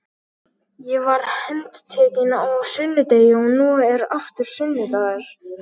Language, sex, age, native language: Icelandic, male, 12, Icelandic